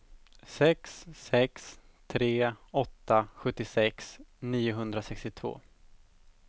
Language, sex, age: Swedish, male, 17